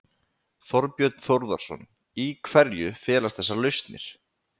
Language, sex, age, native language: Icelandic, male, 20-29, Icelandic